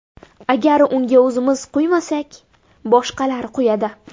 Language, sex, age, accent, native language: Uzbek, female, 18-24, Buxoro, Uzbek